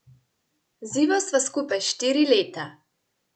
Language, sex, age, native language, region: Slovenian, female, 18-29, Slovenian, Central Slovenia